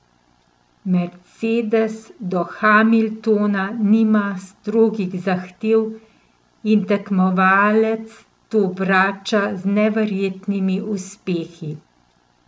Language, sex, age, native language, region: Slovenian, female, 50-59, Slovenian, Central Slovenia